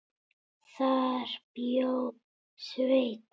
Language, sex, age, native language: Icelandic, male, 8, Icelandic